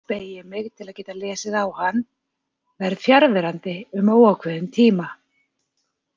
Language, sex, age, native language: Icelandic, female, 40-49, Icelandic